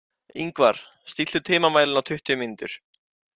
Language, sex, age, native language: Icelandic, male, 18-19, Icelandic